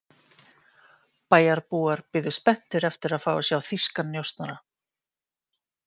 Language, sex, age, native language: Icelandic, female, 50-59, Icelandic